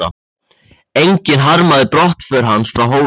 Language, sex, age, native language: Icelandic, male, 14, Icelandic